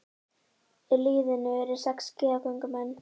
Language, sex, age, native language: Icelandic, female, 18-19, Icelandic